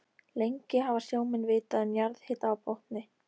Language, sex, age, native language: Icelandic, female, 13, Icelandic